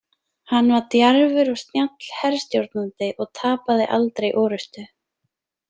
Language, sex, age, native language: Icelandic, female, 20-29, Icelandic